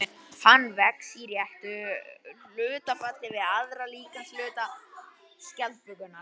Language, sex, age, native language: Icelandic, male, 20-29, Icelandic